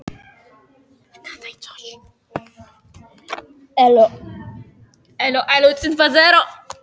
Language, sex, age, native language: Icelandic, female, 18-19, Polish